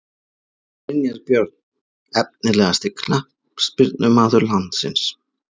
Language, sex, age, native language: Icelandic, male, 40-49, Icelandic